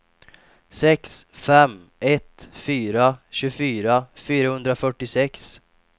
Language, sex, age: Swedish, male, 28